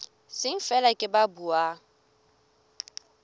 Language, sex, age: Southern Sotho, female, 18